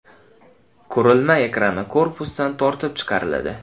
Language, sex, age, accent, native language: Uzbek, male, 18-24, Xorazm, Uzbek